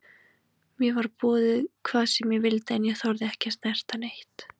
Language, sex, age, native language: Icelandic, female, 20-29, Icelandic